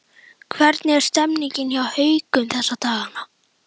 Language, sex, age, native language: Icelandic, female, 11, Icelandic